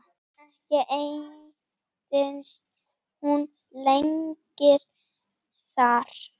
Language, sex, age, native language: Icelandic, female, 8, Icelandic